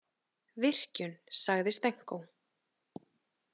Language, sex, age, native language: Icelandic, female, 30-39, Icelandic